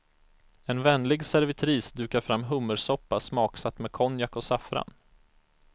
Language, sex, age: Swedish, male, 34